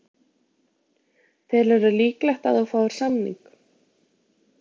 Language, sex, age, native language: Icelandic, female, 20-29, Icelandic